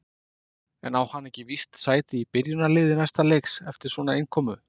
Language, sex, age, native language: Icelandic, male, 50-59, Icelandic